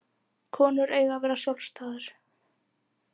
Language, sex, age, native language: Icelandic, female, 18-19, Icelandic